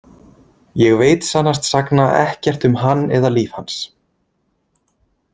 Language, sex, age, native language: Icelandic, male, 20-29, Icelandic